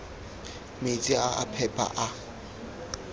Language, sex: Tswana, male